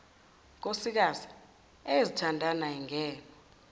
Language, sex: Zulu, female